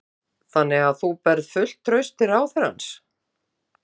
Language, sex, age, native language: Icelandic, female, 50-59, Icelandic